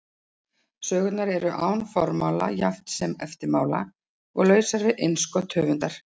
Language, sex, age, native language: Icelandic, female, 40-49, Icelandic